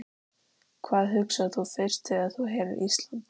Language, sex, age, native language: Icelandic, female, 13, Icelandic